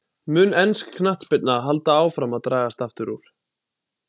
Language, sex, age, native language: Icelandic, male, 20-29, Icelandic